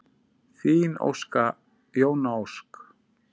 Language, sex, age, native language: Icelandic, male, 10, Icelandic